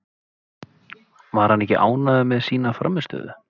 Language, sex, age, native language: Icelandic, male, 30-39, Icelandic